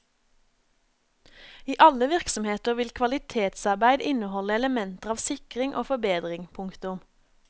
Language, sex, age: Norwegian, female, 27